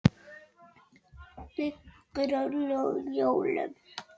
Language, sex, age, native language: Icelandic, female, 7, Icelandic